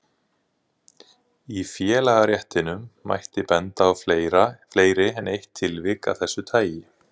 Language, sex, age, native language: Icelandic, male, 30-39, Icelandic